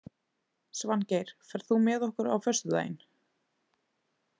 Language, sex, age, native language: Icelandic, female, 20-29, Icelandic